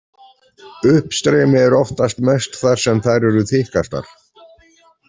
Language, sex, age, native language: Icelandic, male, 40-49, Icelandic